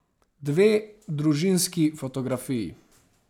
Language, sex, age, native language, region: Slovenian, male, 18-29, Slovenian, Savinja region